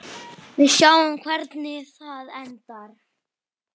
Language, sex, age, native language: Icelandic, female, 9, Icelandic